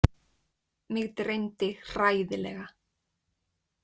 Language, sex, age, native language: Icelandic, female, 20-29, Icelandic